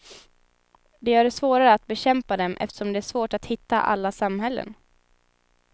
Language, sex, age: Swedish, female, 19